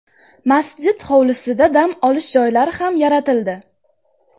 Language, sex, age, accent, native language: Uzbek, female, 12-17, Jizzax, Uzbek